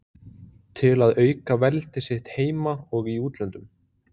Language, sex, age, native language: Icelandic, male, 20-29, Icelandic